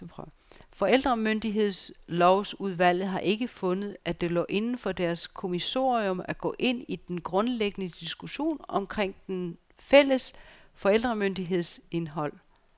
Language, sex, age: Danish, female, 49